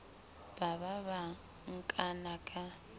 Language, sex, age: Southern Sotho, female, 25